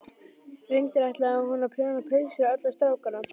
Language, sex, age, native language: Icelandic, female, 12, Icelandic